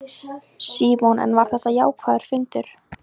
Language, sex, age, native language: Icelandic, female, 14, Icelandic